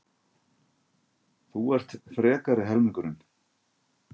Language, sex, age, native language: Icelandic, male, 50-59, Icelandic